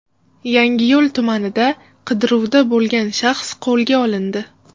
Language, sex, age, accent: Uzbek, female, 35+, Toshkent shahri